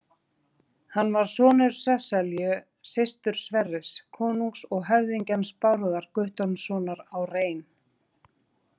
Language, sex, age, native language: Icelandic, female, 40-49, Icelandic